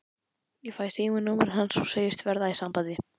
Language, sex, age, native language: Icelandic, male, 12, Icelandic